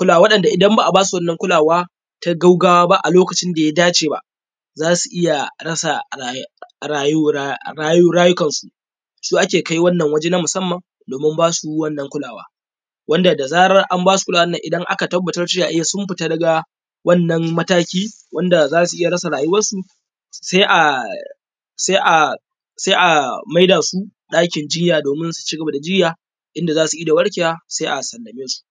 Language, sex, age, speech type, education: Hausa, male, 15-29, spontaneous, tertiary